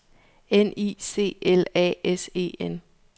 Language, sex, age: Danish, female, 34